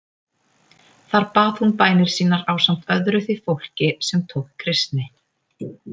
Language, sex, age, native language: Icelandic, female, 30-39, Icelandic